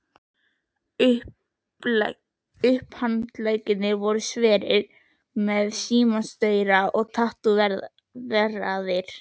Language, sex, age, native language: Icelandic, female, 11, Icelandic